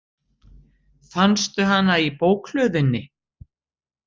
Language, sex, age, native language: Icelandic, female, 60-69, Icelandic